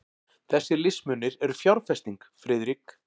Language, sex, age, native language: Icelandic, male, 40-49, Icelandic